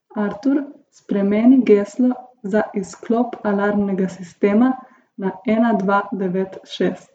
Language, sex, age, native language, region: Slovenian, female, 18-29, Slovenian, Gorica region